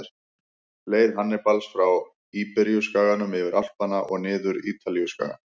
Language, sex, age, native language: Icelandic, male, 50-59, Icelandic